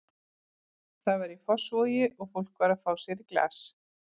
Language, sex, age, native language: Icelandic, female, 40-49, Icelandic